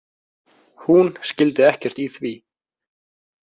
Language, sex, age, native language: Icelandic, male, 20-29, Icelandic